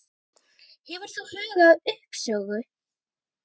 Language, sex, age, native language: Icelandic, female, 9, Icelandic